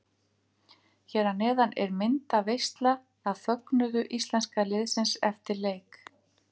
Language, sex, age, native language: Icelandic, female, 50-59, Icelandic